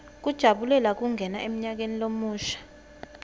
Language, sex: Swati, female